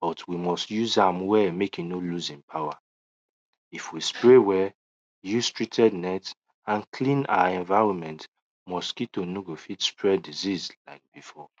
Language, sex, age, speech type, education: Nigerian Pidgin, male, 15-29, spontaneous, tertiary